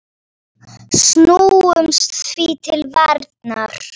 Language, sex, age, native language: Icelandic, female, 9, Icelandic